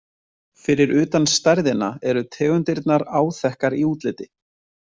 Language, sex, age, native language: Icelandic, male, 20-29, Icelandic